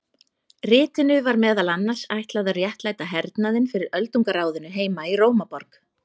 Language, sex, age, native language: Icelandic, female, 30-39, Icelandic